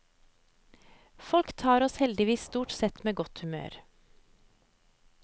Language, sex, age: Norwegian, female, 30